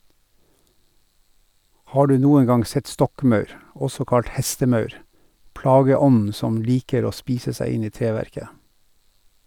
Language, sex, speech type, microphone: Norwegian, male, read, Sennheiser